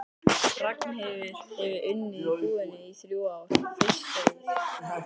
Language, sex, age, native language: Icelandic, male, 13, Icelandic